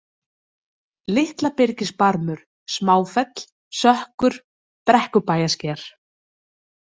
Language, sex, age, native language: Icelandic, female, 30-39, Icelandic